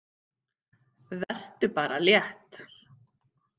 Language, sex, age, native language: Icelandic, female, 50-59, Icelandic